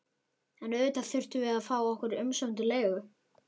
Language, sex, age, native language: Icelandic, male, 11, Icelandic